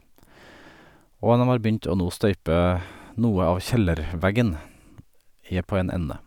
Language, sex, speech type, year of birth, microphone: Norwegian, male, spontaneous, 1979, Sennheiser